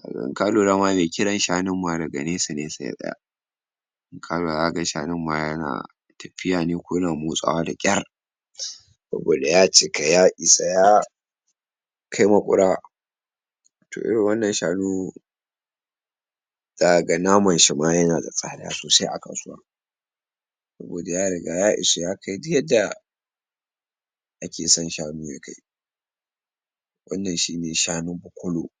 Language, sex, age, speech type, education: Hausa, male, 46-60, spontaneous, tertiary